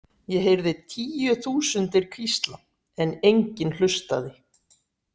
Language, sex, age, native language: Icelandic, female, 60-69, Icelandic